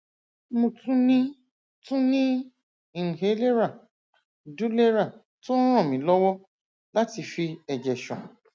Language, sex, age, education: Yoruba, female, 46-60, tertiary